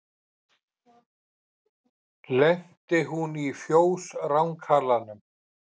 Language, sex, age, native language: Icelandic, male, 50-59, Icelandic